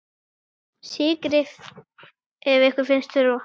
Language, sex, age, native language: Icelandic, male, 9, Icelandic